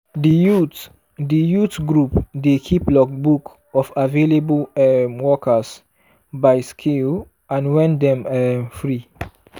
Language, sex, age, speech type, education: Nigerian Pidgin, male, 15-29, spontaneous, secondary